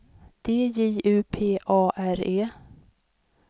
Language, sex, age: Swedish, female, 56